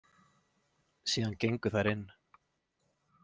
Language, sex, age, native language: Icelandic, male, 20-29, Icelandic